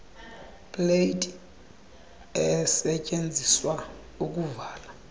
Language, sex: Xhosa, male